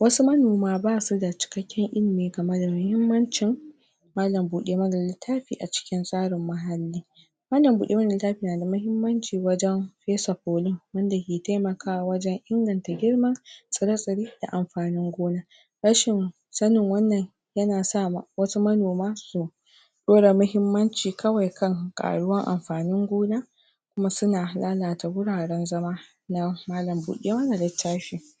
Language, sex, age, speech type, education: Hausa, female, 46-60, spontaneous, primary